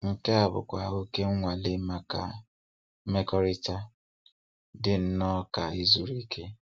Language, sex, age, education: Igbo, male, 15-29, tertiary